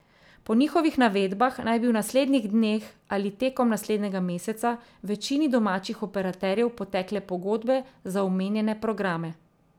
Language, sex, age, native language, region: Slovenian, female, 30-49, Slovenian, Central Slovenia